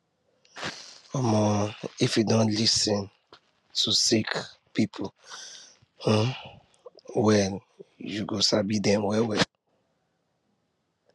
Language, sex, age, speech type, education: Nigerian Pidgin, male, 15-29, spontaneous, tertiary